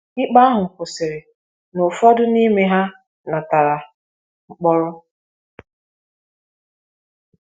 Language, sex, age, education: Igbo, female, 15-29, tertiary